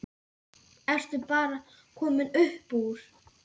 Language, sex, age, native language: Icelandic, female, 10, Icelandic